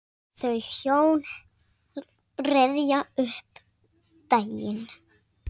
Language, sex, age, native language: Icelandic, female, 6, Icelandic